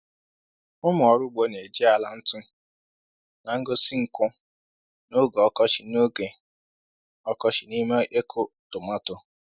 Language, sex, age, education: Igbo, male, 15-29, tertiary